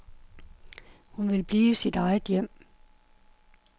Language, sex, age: Danish, female, 51